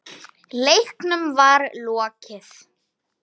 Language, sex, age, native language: Icelandic, female, 9, Icelandic